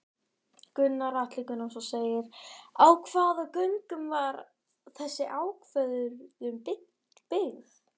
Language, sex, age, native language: Icelandic, female, 11, Icelandic